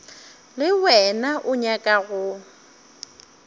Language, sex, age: Northern Sotho, female, 30